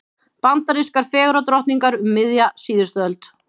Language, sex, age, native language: Icelandic, female, 30-39, Icelandic